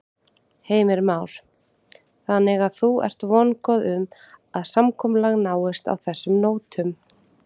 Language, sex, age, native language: Icelandic, female, 30-39, Icelandic